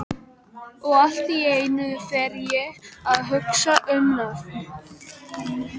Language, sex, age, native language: Icelandic, female, 12, Icelandic